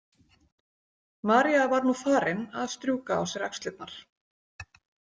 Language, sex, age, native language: Icelandic, female, 40-49, Icelandic